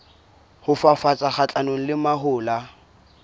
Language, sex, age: Southern Sotho, male, 22